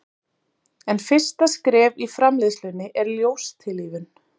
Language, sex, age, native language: Icelandic, female, 30-39, Icelandic